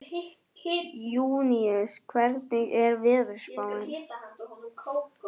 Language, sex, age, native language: Icelandic, female, 11, German